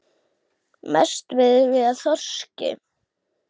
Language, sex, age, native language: Icelandic, female, 7, Icelandic